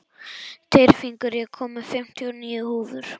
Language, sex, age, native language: Icelandic, male, 11, Icelandic